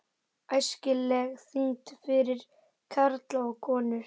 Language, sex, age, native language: Icelandic, male, 11, Icelandic